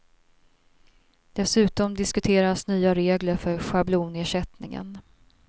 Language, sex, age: Swedish, female, 42